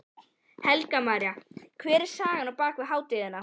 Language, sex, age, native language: Icelandic, female, 11, Icelandic